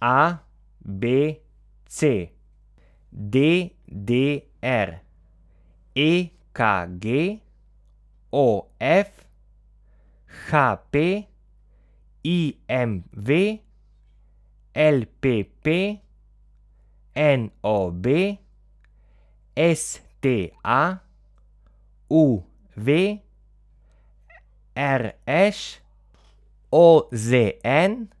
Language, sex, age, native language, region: Slovenian, male, 30-49, Slovenian, Carinthia region